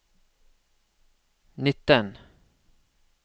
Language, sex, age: Norwegian, male, 36